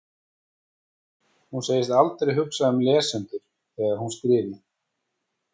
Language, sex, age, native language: Icelandic, male, 40-49, Icelandic